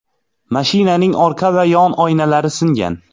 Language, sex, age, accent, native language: Uzbek, male, 25-34, Xorazm, Uzbek